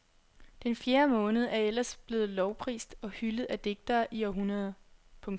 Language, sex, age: Danish, female, 21